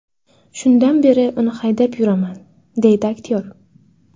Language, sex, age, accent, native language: Uzbek, female, 18-24, Farg'ona, Uzbek